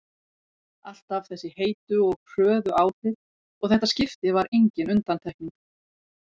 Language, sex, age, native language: Icelandic, female, 40-49, Icelandic